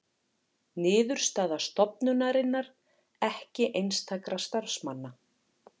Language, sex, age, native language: Icelandic, female, 40-49, Icelandic